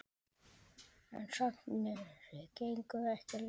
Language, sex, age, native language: Icelandic, female, 7, Icelandic